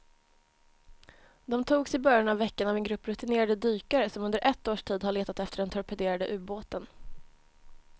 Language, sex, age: Swedish, female, 20